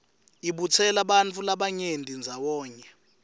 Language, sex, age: Swati, male, 19